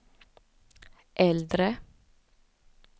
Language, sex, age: Swedish, female, 20